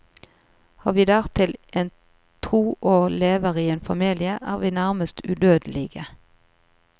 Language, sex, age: Norwegian, female, 38